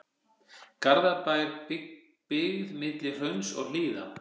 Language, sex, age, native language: Icelandic, male, 50-59, Icelandic